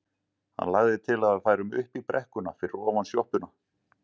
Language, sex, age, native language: Icelandic, male, 40-49, Icelandic